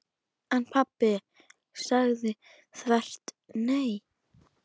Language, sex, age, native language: Icelandic, female, 10, Icelandic